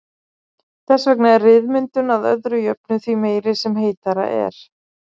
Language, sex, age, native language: Icelandic, female, 40-49, Icelandic